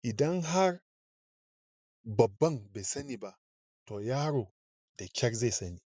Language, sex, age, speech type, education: Hausa, male, 30-45, spontaneous, tertiary